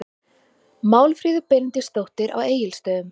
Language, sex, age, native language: Icelandic, female, 20-29, Icelandic